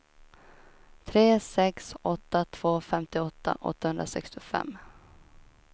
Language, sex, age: Swedish, female, 23